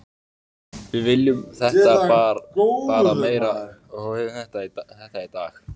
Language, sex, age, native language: Icelandic, male, 18-19, Icelandic